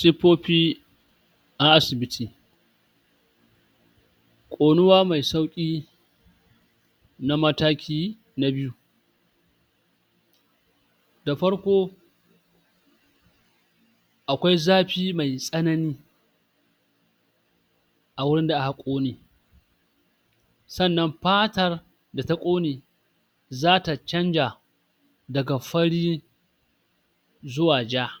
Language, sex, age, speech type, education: Hausa, male, 46-60, spontaneous, tertiary